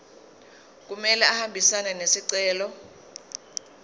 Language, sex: Zulu, female